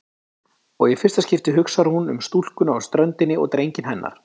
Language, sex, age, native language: Icelandic, male, 30-39, Icelandic